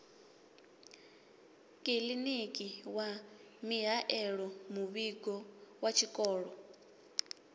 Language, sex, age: Venda, female, 25